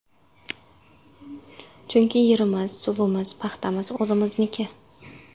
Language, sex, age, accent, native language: Uzbek, female, 18-24, Qashqadaryo, Uzbek